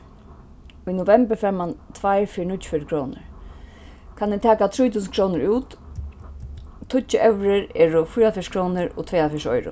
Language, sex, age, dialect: Faroese, female, 36-60, Suðurstreymoy